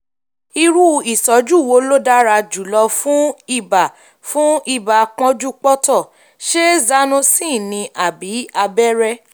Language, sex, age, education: Yoruba, female, 15-29, tertiary